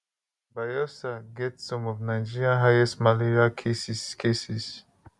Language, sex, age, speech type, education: Nigerian Pidgin, male, 15-29, spontaneous, tertiary